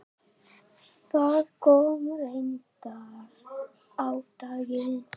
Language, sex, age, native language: Icelandic, male, 8, Icelandic